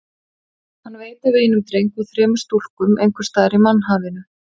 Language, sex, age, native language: Icelandic, female, 40-49, Icelandic